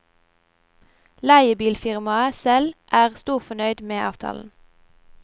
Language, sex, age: Norwegian, female, 17